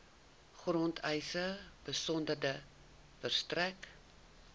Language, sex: Afrikaans, female